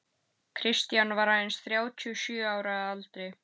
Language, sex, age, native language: Icelandic, female, 12, Icelandic